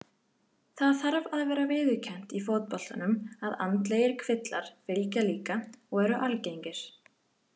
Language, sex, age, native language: Icelandic, female, 18-19, Icelandic